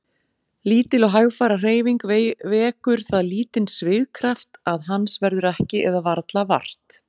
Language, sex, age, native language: Icelandic, female, 40-49, Icelandic